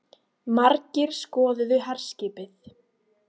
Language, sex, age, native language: Icelandic, female, 18-19, Icelandic